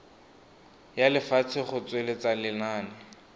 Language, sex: Tswana, male